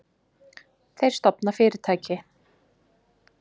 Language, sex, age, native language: Icelandic, female, 20-29, Icelandic